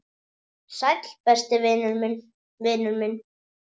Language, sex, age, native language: Icelandic, male, 10, Icelandic